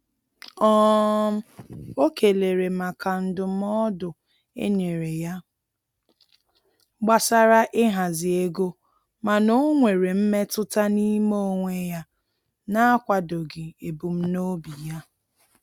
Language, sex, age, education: Igbo, female, 30-45, tertiary